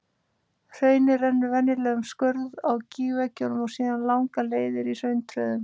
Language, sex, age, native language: Icelandic, female, 30-39, Icelandic